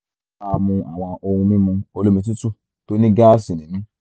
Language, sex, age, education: Yoruba, male, 15-29, tertiary